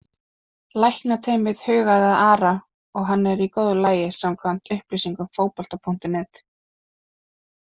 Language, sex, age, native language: Icelandic, female, 20-29, Icelandic